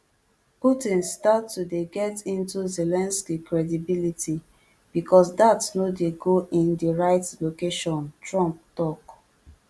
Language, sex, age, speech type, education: Nigerian Pidgin, female, 15-29, spontaneous, tertiary